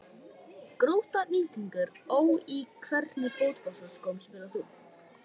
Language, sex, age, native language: Icelandic, male, 11, Icelandic